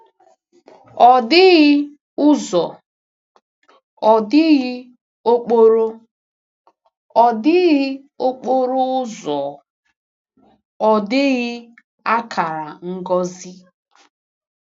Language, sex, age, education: Igbo, female, 15-29, tertiary